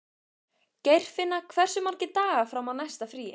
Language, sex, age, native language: Icelandic, female, 15, Icelandic